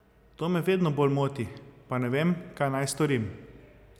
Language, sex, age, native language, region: Slovenian, male, 30-49, Slovenian, Zasavska region